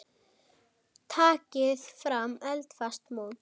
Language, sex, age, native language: Icelandic, female, 9, Icelandic